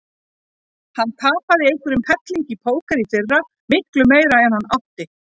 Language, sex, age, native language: Icelandic, female, 40-49, Icelandic